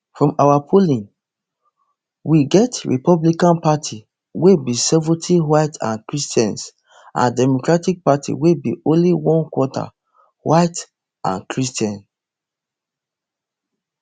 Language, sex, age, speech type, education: Nigerian Pidgin, male, 30-45, spontaneous, tertiary